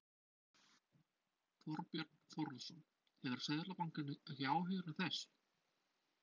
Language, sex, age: Icelandic, male, 20-29